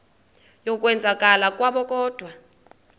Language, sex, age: Xhosa, female, 30